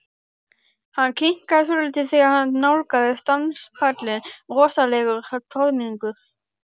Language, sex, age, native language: Icelandic, female, 12, Icelandic